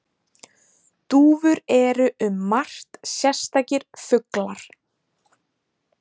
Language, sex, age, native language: Icelandic, female, 20-29, Icelandic